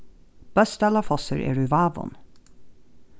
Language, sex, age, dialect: Faroese, female, 36-60, Norðuroyggjar